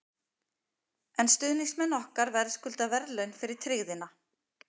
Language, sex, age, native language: Icelandic, female, 50-59, Icelandic